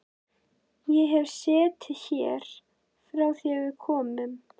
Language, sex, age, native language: Icelandic, female, 11, Icelandic